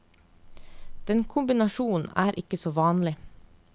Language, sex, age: Norwegian, female, 30